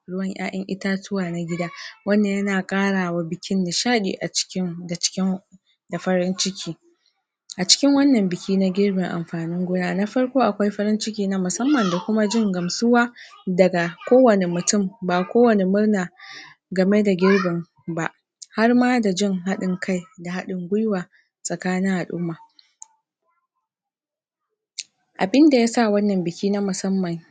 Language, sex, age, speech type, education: Hausa, female, 46-60, spontaneous, primary